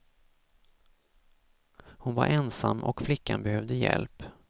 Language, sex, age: Swedish, male, 34